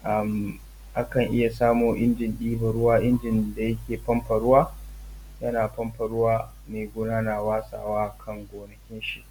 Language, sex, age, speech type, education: Hausa, male, 15-29, spontaneous, tertiary